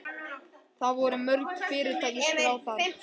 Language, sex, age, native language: Icelandic, female, 50-59, Icelandic